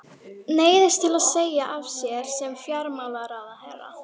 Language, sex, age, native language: Icelandic, female, 13, Icelandic